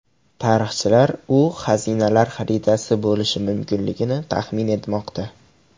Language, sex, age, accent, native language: Uzbek, male, 18-24, Andijon, Uzbek